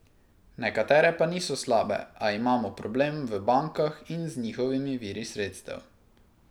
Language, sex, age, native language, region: Slovenian, male, 18-29, Slovenian, Pomurje region